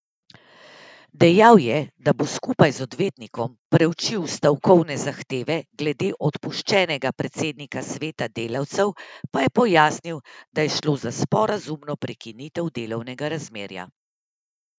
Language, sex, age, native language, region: Slovenian, female, 30-49, Slovenian, Central Slovenia